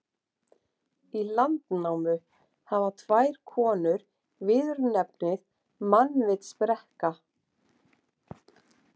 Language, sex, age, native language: Icelandic, female, 40-49, Icelandic